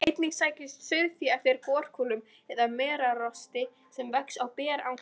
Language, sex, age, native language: Icelandic, female, 20-29, Icelandic